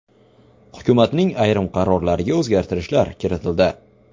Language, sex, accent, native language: Uzbek, male, Farg'ona, Uzbek